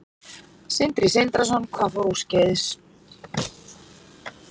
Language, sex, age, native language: Icelandic, female, 40-49, Icelandic